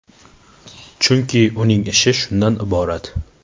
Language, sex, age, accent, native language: Uzbek, male, 19-29, Qashqadaryo, Uzbek